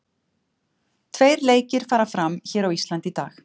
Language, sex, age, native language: Icelandic, female, 50-59, Icelandic